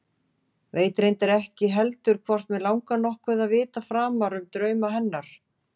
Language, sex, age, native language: Icelandic, female, 40-49, Icelandic